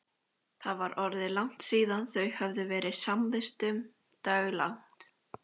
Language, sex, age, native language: Icelandic, female, 13, Icelandic